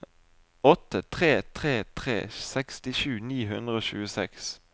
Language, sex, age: Norwegian, male, 20